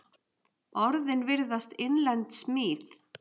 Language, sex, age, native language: Icelandic, female, 40-49, Icelandic